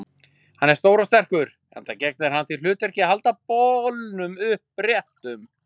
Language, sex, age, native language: Icelandic, male, 40-49, Icelandic